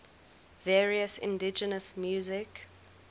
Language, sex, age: English, female, 20